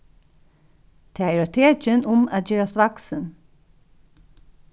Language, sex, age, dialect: Faroese, female, 36-60, Norðuroyggjar